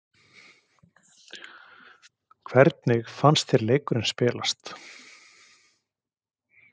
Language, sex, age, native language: Icelandic, male, 40-49, Icelandic